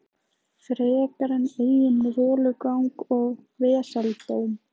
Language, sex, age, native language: Icelandic, female, 15, Icelandic